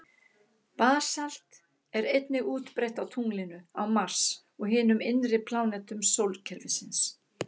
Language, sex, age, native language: Icelandic, female, 60-69, Icelandic